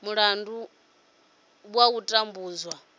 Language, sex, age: Venda, female, 30